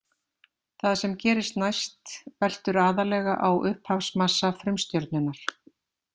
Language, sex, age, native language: Icelandic, female, 50-59, Icelandic